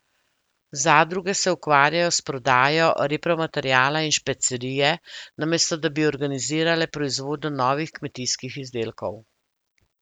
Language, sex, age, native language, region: Slovenian, female, 50-59, Slovenian, Central Slovenia